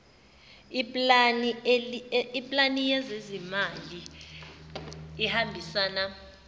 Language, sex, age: Zulu, female, 21